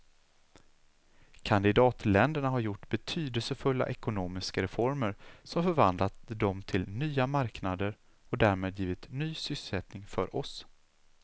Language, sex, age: Swedish, male, 36